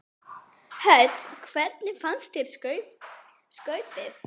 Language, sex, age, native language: Icelandic, female, 9, Icelandic